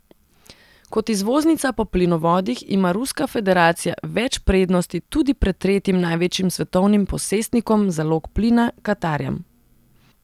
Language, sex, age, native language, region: Slovenian, female, 30-49, Serbian, Central Slovenia